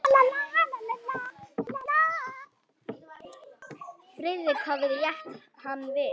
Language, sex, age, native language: Icelandic, male, 8, Icelandic